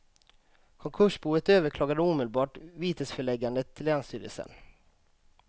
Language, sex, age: Swedish, male, 35